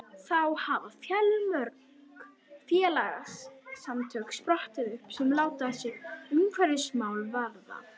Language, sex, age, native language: Icelandic, female, 21, Icelandic